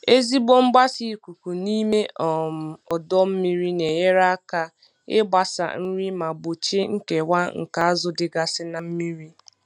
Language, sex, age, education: Igbo, female, 15-29, tertiary